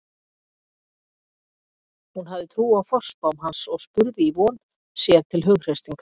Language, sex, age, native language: Icelandic, female, 50-59, Icelandic